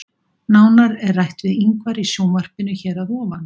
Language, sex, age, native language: Icelandic, female, 60-69, Icelandic